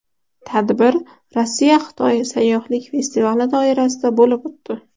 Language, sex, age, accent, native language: Uzbek, female, under 19, Toshkent shahri, Uzbek